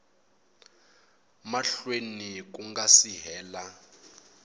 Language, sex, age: Tsonga, male, 22